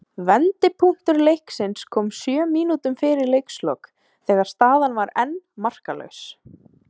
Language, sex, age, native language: Icelandic, female, 20-29, Icelandic